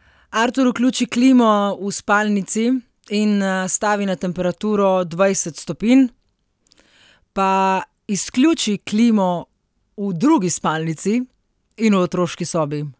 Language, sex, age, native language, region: Slovenian, female, 30-49, Slovenian, Central Slovenia